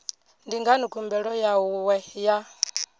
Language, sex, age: Venda, female, 22